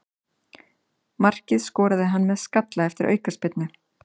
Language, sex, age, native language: Icelandic, female, 30-39, Icelandic